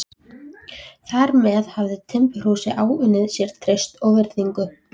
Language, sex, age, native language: Icelandic, female, 14, Icelandic